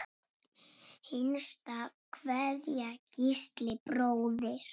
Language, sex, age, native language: Icelandic, female, 6, Icelandic